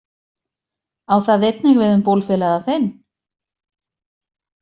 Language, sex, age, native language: Icelandic, female, 40-49, Icelandic